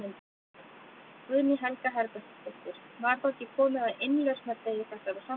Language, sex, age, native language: Icelandic, female, 30-39, Icelandic